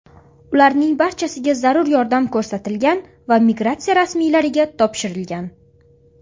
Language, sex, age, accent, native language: Uzbek, female, under 19, Farg'ona, Uzbek